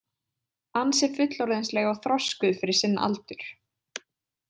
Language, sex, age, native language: Icelandic, female, 20-29, Icelandic